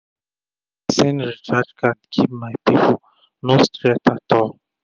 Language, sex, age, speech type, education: Nigerian Pidgin, male, 30-45, spontaneous, tertiary